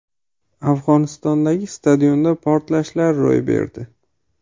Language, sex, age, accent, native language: Uzbek, male, 25-34, Farg'ona, Uzbek